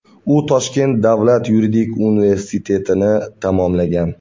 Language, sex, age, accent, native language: Uzbek, male, 18-24, Andijon, Uzbek